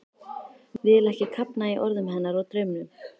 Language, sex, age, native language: Icelandic, female, 13, Icelandic